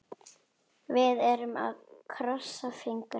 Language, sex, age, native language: Icelandic, female, 9, Icelandic